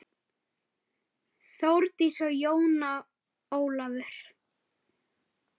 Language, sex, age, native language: Icelandic, male, 7, Icelandic